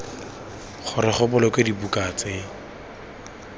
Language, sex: Tswana, male